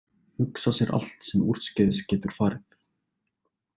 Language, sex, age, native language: Icelandic, male, 20-29, Icelandic